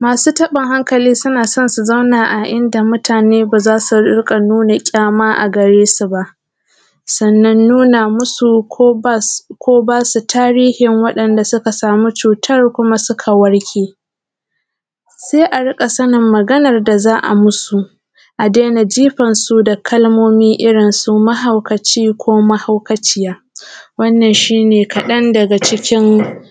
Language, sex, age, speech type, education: Hausa, female, 15-29, spontaneous, primary